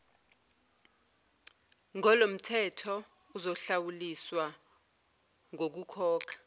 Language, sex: Zulu, female